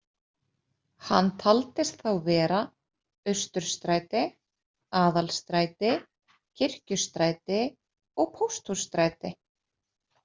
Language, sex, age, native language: Icelandic, female, 30-39, Icelandic